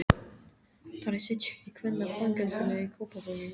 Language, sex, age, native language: Icelandic, female, 13, English